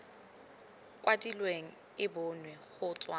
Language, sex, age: Tswana, female, 21